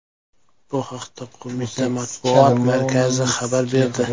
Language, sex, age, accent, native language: Uzbek, male, 25-34, Jizzax, Uzbek